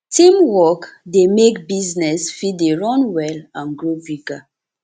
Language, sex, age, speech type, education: Nigerian Pidgin, female, 15-29, spontaneous, tertiary